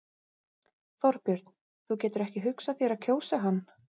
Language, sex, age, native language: Icelandic, female, 30-39, Icelandic